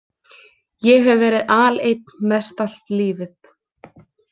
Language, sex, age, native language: Icelandic, female, 20-29, Icelandic